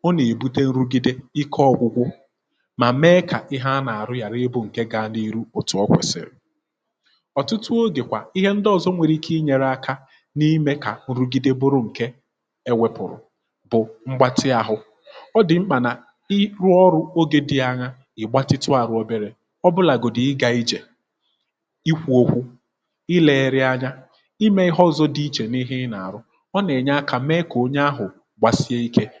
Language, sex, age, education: Igbo, male, 15-29, tertiary